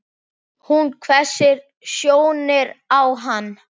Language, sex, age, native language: Icelandic, female, 8, Icelandic